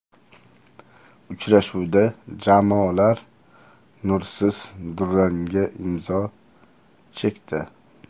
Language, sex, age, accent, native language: Uzbek, male, 35+, Toshkent shahri, Uzbek